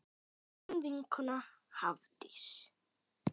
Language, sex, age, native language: Icelandic, female, 9, Icelandic